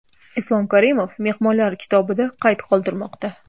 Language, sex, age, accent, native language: Uzbek, female, 18-24, Xorazm, Uzbek